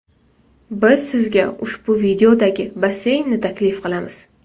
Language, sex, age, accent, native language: Uzbek, female, 19-29, Toshkent viloyati, Uzbek